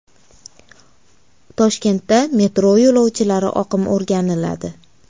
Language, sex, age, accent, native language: Uzbek, female, 19-29, Qashqadaryo, Uzbek